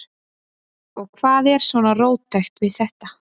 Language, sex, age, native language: Icelandic, female, 30-39, Icelandic